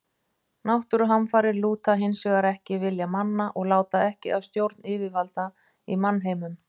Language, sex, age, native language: Icelandic, female, 50-59, Icelandic